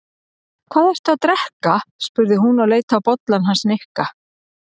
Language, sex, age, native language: Icelandic, male, 40-49, Icelandic